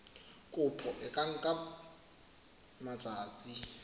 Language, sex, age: Southern Sotho, male, 24